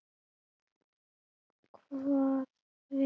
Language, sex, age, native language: Icelandic, female, 11, Icelandic